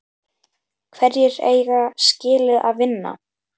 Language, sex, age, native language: Icelandic, female, 10, Icelandic